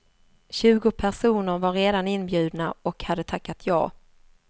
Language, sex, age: Swedish, female, 47